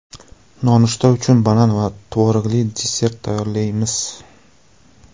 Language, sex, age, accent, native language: Uzbek, male, 25-34, Andijon, Russian